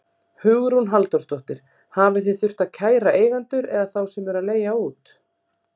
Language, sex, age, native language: Icelandic, female, 40-49, Icelandic